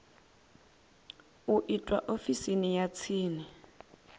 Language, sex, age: Venda, female, 24